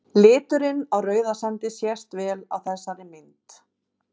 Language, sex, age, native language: Icelandic, female, 30-39, Icelandic